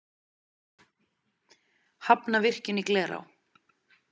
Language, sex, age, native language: Icelandic, female, 30-39, Icelandic